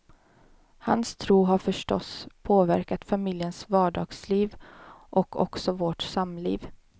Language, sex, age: Swedish, female, 18